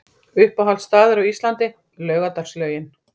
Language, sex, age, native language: Icelandic, female, 40-49, Icelandic